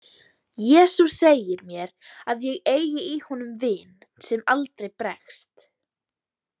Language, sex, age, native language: Icelandic, female, 18-19, Icelandic